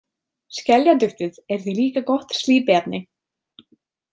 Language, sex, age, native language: Icelandic, female, 30-39, Icelandic